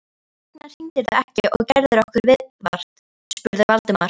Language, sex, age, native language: Icelandic, female, 13, Icelandic